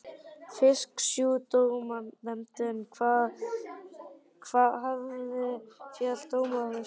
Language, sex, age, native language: Icelandic, male, 12, Icelandic